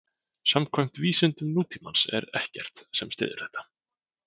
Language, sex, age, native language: Icelandic, male, 20-29, Icelandic